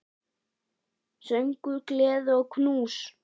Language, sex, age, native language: Icelandic, female, 9, Icelandic